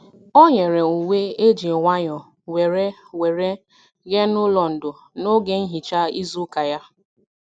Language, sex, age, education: Igbo, female, 15-29, tertiary